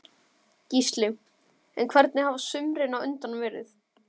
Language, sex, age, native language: Icelandic, male, 12, Icelandic